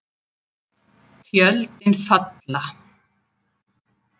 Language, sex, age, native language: Icelandic, female, 70-79, Icelandic